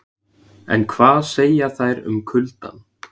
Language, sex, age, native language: Icelandic, male, 20-29, Icelandic